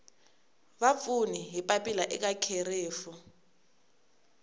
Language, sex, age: Tsonga, female, 24